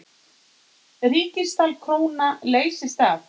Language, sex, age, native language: Icelandic, female, 8, Icelandic